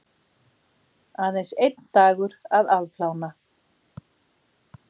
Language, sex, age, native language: Icelandic, female, 60-69, Icelandic